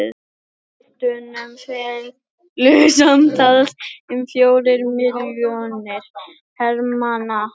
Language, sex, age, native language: Icelandic, female, 18-19, Icelandic